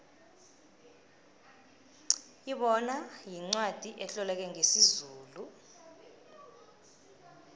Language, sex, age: South Ndebele, female, 19